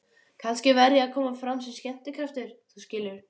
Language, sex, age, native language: Icelandic, female, 12, Icelandic